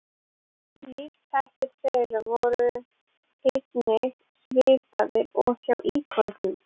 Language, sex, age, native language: Icelandic, female, 18-19, Icelandic